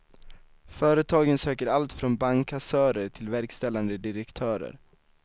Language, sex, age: Swedish, male, 19